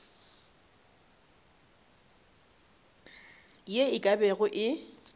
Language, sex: Northern Sotho, female